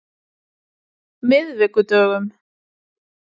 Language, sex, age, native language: Icelandic, female, 30-39, Icelandic